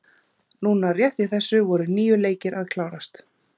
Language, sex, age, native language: Icelandic, female, 30-39, Icelandic